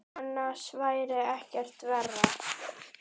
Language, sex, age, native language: Icelandic, female, 9, Icelandic